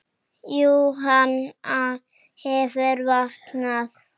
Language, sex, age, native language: Icelandic, female, 10, Icelandic